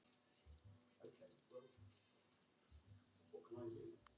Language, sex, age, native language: Icelandic, male, 10, Icelandic